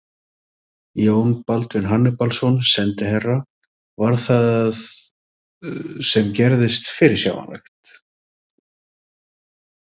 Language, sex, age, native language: Icelandic, male, 30-39, Icelandic